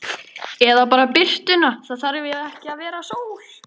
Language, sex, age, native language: Icelandic, female, 13, Icelandic